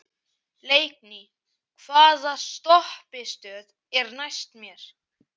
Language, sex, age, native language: Icelandic, male, 11, Icelandic